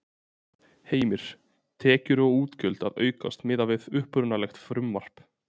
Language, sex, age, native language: Icelandic, male, 20-29, Icelandic